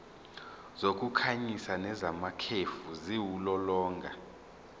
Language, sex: Zulu, male